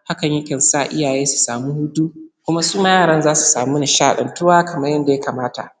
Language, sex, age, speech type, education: Hausa, male, 15-29, spontaneous, primary